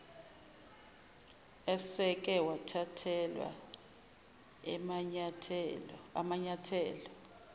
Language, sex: Zulu, female